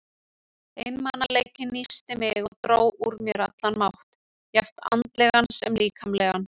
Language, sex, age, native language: Icelandic, female, 30-39, Icelandic